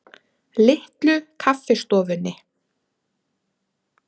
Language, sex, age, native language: Icelandic, female, 30-39, Icelandic